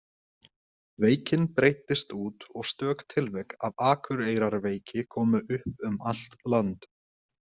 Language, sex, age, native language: Icelandic, male, 20-29, Icelandic